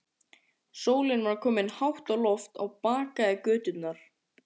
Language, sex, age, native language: Icelandic, male, 14, Icelandic